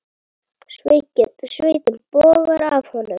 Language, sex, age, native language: Icelandic, female, 7, Icelandic